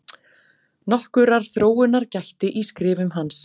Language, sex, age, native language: Icelandic, female, 40-49, Icelandic